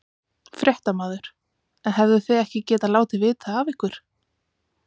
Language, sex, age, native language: Icelandic, female, 20-29, Icelandic